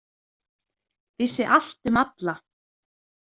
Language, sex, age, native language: Icelandic, female, 20-29, Icelandic